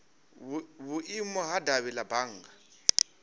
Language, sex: Venda, male